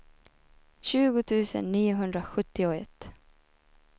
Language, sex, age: Swedish, female, 24